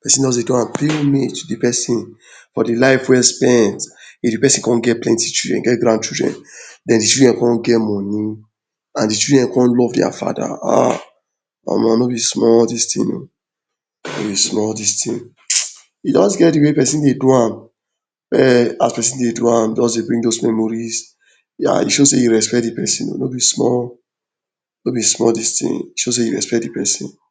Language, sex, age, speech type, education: Nigerian Pidgin, male, 46-60, spontaneous, tertiary